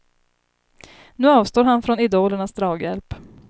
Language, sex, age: Swedish, female, 30